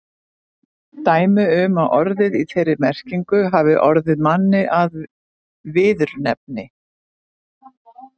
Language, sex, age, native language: Icelandic, female, 50-59, Icelandic